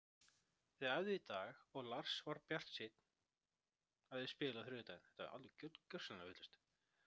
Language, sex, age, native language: Icelandic, male, 30-39, Icelandic